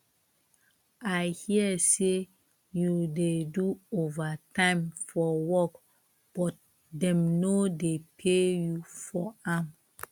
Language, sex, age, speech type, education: Nigerian Pidgin, female, 30-45, spontaneous, tertiary